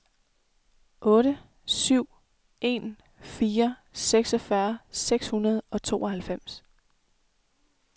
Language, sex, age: Danish, female, 24